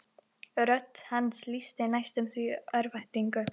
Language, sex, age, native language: Icelandic, female, 11, Icelandic